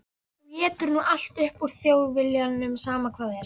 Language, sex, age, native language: Icelandic, female, 14, Icelandic